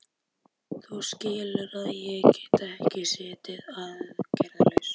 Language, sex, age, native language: Icelandic, male, 12, Icelandic